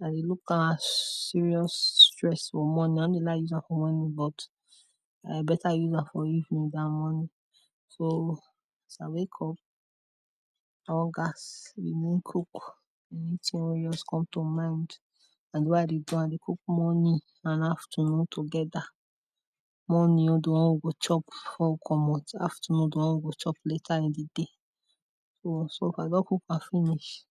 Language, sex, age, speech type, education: Nigerian Pidgin, female, 30-45, spontaneous, tertiary